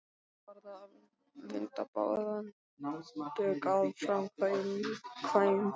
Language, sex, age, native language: Icelandic, male, 12, Icelandic